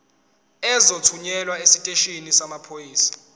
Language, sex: Zulu, male